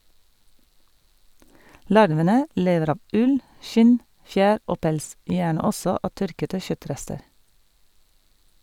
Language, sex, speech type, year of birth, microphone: Norwegian, female, read, 1971, Sennheiser